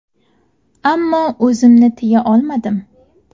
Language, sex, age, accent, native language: Uzbek, female, 19-29, Samarqand, Uzbek